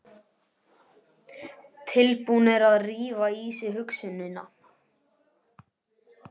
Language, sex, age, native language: Icelandic, male, 11, Icelandic